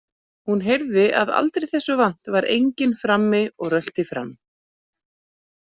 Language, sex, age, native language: Icelandic, female, 40-49, Icelandic